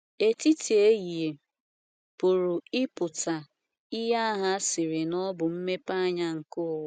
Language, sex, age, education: Igbo, female, 15-29, tertiary